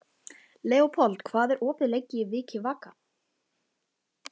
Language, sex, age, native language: Icelandic, female, 12, Icelandic